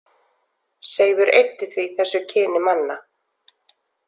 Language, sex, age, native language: Icelandic, female, 40-49, Icelandic